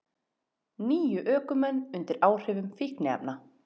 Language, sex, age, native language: Icelandic, female, 30-39, Icelandic